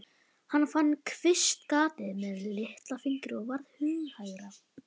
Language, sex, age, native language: Icelandic, female, 11, Icelandic